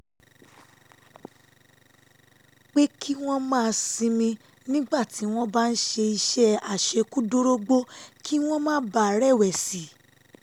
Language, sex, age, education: Yoruba, female, 15-29, tertiary